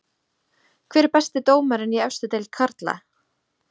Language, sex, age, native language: Icelandic, female, 30-39, Icelandic